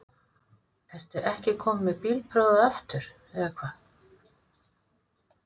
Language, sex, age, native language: Icelandic, female, 50-59, Icelandic